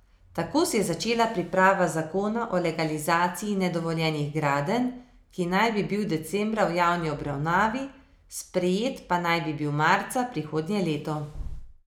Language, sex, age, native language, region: Slovenian, female, 30-49, Slovenian, Savinja region